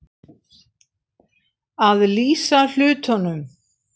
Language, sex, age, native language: Icelandic, female, 60-69, Icelandic